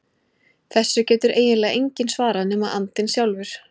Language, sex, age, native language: Icelandic, female, 20-29, Icelandic